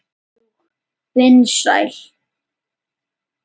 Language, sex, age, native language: Icelandic, male, 9, Icelandic